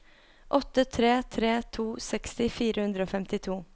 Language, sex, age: Norwegian, female, 23